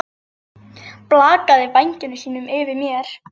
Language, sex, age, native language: Icelandic, female, 8, Icelandic